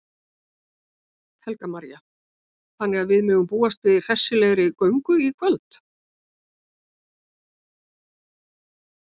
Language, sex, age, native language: Icelandic, female, 70-79, Icelandic